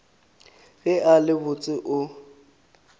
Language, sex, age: Northern Sotho, male, 19